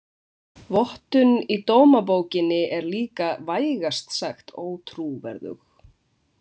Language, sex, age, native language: Icelandic, female, 20-29, Icelandic